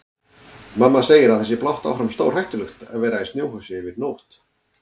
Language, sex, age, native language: Icelandic, male, 40-49, Icelandic